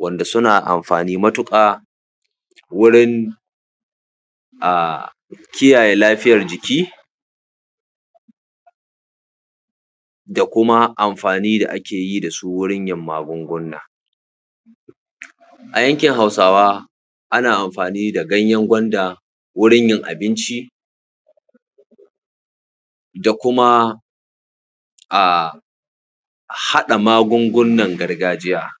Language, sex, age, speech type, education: Hausa, male, 15-29, spontaneous, tertiary